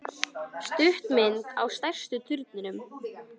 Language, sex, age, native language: Icelandic, female, 18-19, Icelandic